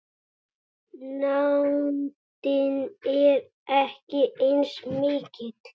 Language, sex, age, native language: Icelandic, male, 8, Icelandic